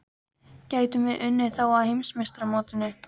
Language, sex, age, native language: Icelandic, female, 13, Icelandic